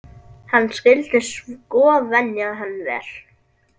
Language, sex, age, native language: Icelandic, male, 11, Icelandic